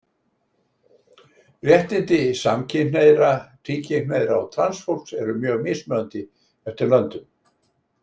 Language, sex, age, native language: Icelandic, male, 60-69, Icelandic